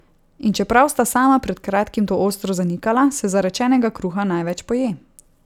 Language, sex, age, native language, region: Slovenian, female, 18-29, Slovenian, Savinja region